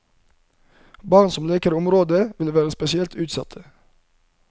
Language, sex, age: Norwegian, male, 31